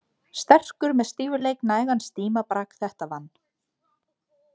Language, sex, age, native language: Icelandic, female, 20-29, Icelandic